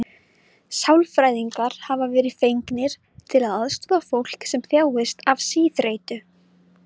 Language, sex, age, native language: Icelandic, female, 20-29, Icelandic